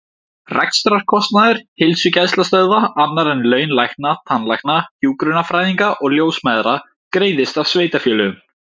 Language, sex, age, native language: Icelandic, male, 17, Icelandic